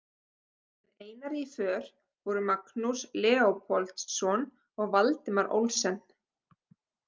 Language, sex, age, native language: Icelandic, female, 30-39, Icelandic